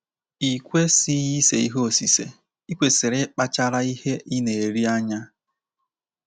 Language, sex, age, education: Igbo, male, 15-29, tertiary